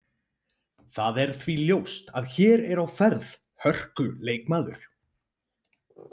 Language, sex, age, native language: Icelandic, male, 20-29, Icelandic